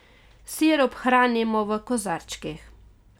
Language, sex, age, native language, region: Slovenian, female, 30-49, Slovenian, Carinthia region